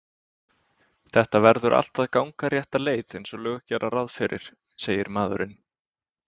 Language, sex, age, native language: Icelandic, male, 20-29, Icelandic